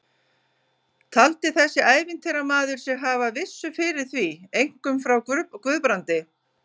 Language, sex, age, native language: Icelandic, female, 50-59, Icelandic